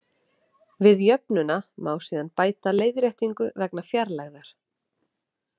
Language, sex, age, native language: Icelandic, female, 30-39, Icelandic